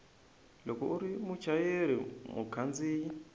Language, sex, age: Tsonga, male, 20